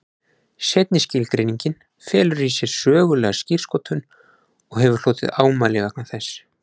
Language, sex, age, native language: Icelandic, male, 20-29, Icelandic